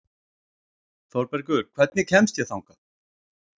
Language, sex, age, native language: Icelandic, male, 40-49, Icelandic